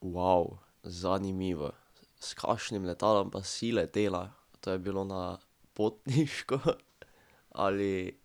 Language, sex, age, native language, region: Slovenian, male, 12-17, Slovenian, Drava region